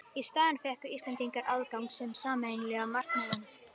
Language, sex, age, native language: Icelandic, female, 50-59, Icelandic